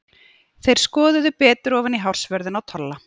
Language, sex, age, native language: Icelandic, female, 40-49, Icelandic